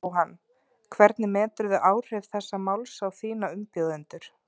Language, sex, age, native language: Icelandic, female, 30-39, Icelandic